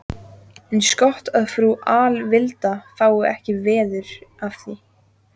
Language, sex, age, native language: Icelandic, female, 14, Icelandic